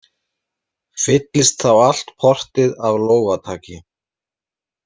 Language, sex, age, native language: Icelandic, male, 30-39, Icelandic